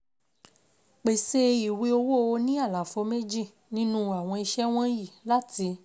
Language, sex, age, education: Yoruba, female, 15-29, secondary